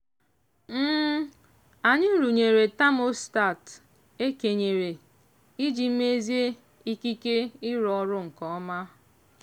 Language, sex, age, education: Igbo, female, 15-29, tertiary